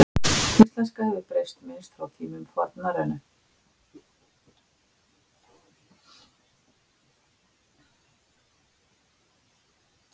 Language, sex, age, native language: Icelandic, female, 60-69, Icelandic